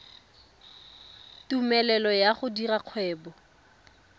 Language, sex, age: Tswana, female, 18